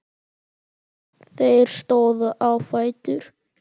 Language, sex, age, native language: Icelandic, male, 10, Icelandic